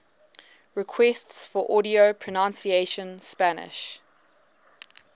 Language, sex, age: English, female, 19